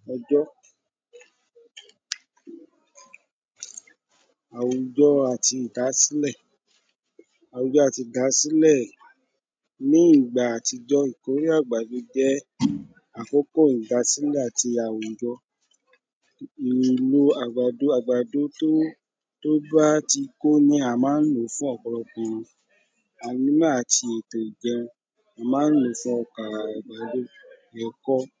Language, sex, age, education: Yoruba, male, 30-45, tertiary